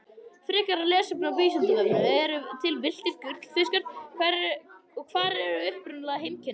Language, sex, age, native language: Icelandic, male, 21, Icelandic